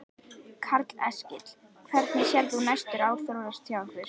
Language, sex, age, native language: Icelandic, female, 11, Icelandic